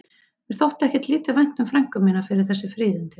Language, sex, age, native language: Icelandic, female, 30-39, Icelandic